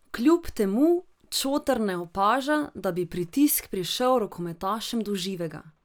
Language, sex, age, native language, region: Slovenian, female, 18-29, Slovenian, Drava region